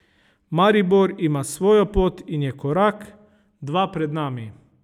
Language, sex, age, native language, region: Slovenian, male, 30-49, Slovenian, Savinja region